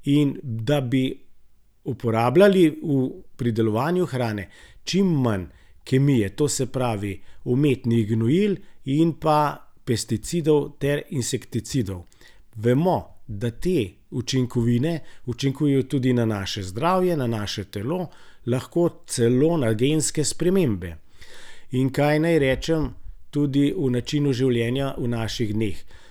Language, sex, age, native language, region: Slovenian, male, 60+, Slovenian, Gorenjska region